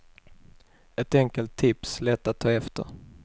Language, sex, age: Swedish, male, 21